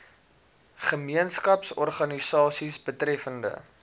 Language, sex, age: Afrikaans, male, 19